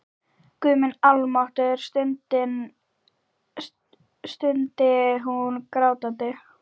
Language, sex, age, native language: Icelandic, female, 12, Icelandic